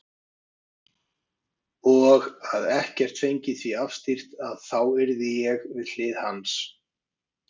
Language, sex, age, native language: Icelandic, male, 50-59, Icelandic